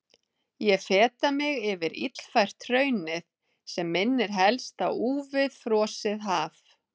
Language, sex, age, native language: Icelandic, female, 30-39, Icelandic